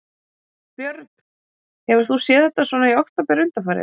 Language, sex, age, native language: Icelandic, female, 40-49, Icelandic